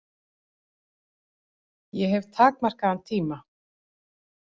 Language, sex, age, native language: Icelandic, female, 40-49, Icelandic